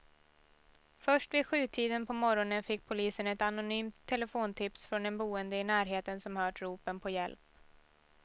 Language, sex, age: Swedish, female, 18